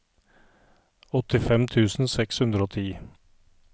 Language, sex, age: Norwegian, male, 39